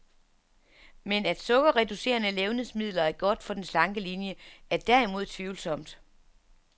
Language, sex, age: Danish, female, 47